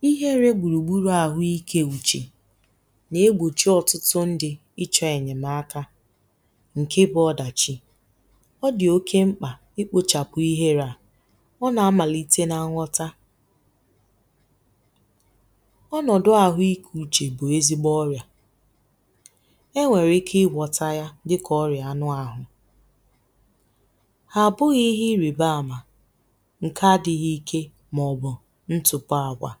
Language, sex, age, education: Igbo, female, 15-29, tertiary